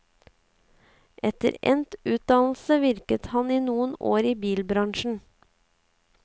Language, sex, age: Norwegian, female, 35